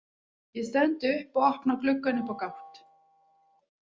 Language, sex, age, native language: Icelandic, female, 40-49, Icelandic